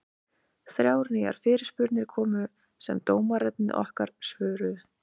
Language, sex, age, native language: Icelandic, female, 30-39, Icelandic